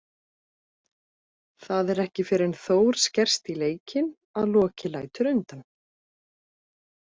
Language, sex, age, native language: Icelandic, female, 50-59, Icelandic